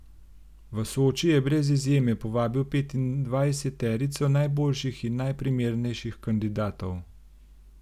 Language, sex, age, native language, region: Slovenian, male, 30-49, Slovenian, Gorenjska region